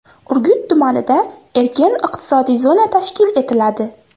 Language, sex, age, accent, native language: Uzbek, female, 18-24, Farg'ona, Uzbek